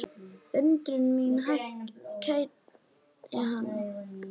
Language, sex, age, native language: Icelandic, other, 10, Icelandic